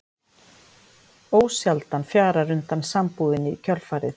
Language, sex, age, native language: Icelandic, female, 50-59, Icelandic